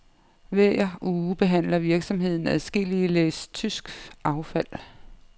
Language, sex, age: Danish, female, 55